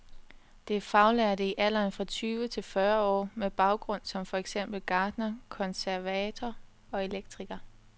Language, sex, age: Danish, female, 21